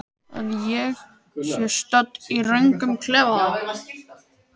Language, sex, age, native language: Icelandic, male, 13, Icelandic